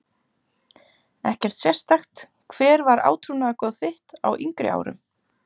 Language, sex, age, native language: Icelandic, female, 30-39, Icelandic